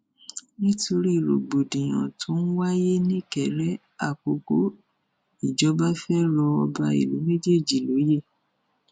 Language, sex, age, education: Yoruba, female, 46-60, tertiary